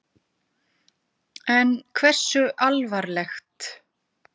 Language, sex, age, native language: Icelandic, female, 50-59, Icelandic